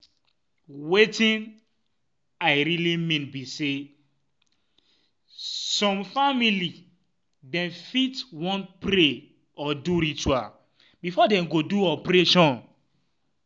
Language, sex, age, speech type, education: Nigerian Pidgin, male, 15-29, spontaneous, tertiary